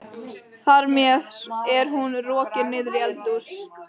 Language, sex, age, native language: Icelandic, female, 13, Icelandic